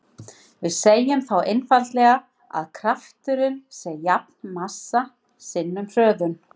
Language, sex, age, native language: Icelandic, female, 60-69, Icelandic